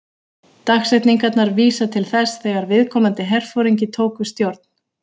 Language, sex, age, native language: Icelandic, female, 40-49, Icelandic